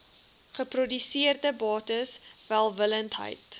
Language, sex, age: Afrikaans, female, 21